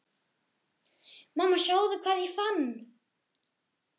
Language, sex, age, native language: Icelandic, male, 8, Icelandic